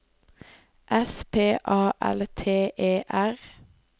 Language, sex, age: Norwegian, female, 18